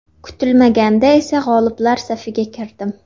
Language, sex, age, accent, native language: Uzbek, female, 19-29, Namangan, Uzbek